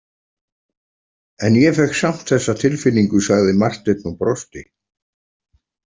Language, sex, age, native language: Icelandic, male, 40-49, Icelandic